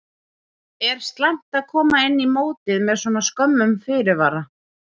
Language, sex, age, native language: Icelandic, female, 30-39, Icelandic